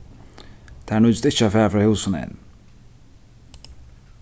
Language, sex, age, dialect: Faroese, male, 15-35, Sandoy